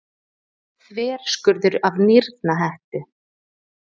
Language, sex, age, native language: Icelandic, female, 30-39, Icelandic